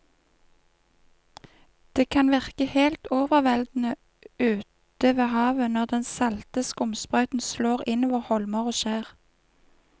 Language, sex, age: Norwegian, female, 31